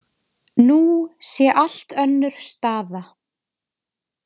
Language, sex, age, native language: Icelandic, female, 20-29, Icelandic